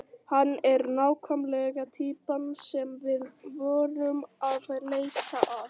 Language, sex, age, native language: Icelandic, other, 18-19, Icelandic